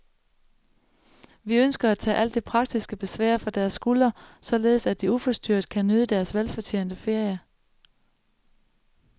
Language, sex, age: Danish, female, 35